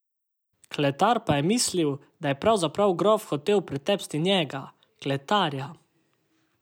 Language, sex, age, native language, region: Slovenian, male, 18-29, Slovenian, Savinja region